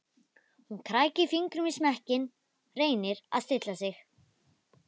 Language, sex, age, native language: Icelandic, female, 11, Icelandic